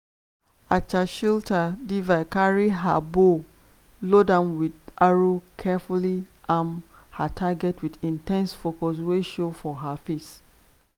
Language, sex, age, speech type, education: Nigerian Pidgin, female, 30-45, spontaneous, tertiary